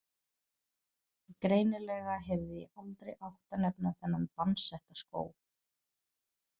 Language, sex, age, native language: Icelandic, female, 30-39, Portuguese